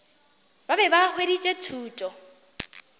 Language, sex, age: Northern Sotho, female, 18